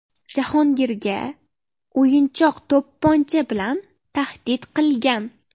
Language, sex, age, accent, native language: Uzbek, female, 12-17, Namangan, Uzbek